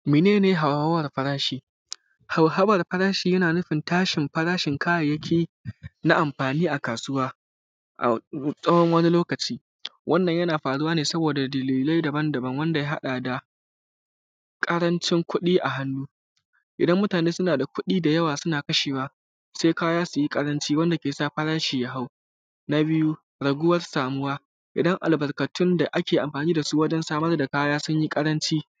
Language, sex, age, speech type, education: Hausa, male, 15-29, spontaneous, tertiary